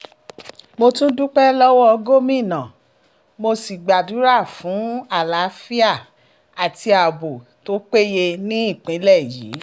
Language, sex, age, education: Yoruba, female, 46-60, tertiary